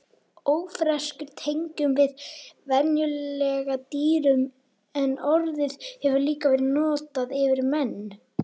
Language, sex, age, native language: Icelandic, female, 18-19, Icelandic